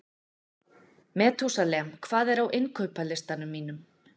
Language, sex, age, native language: Icelandic, female, 40-49, Icelandic